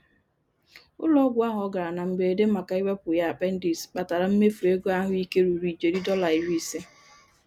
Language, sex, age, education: Igbo, female, 30-45, tertiary